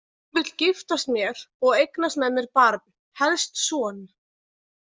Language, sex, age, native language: Icelandic, female, 20-29, Icelandic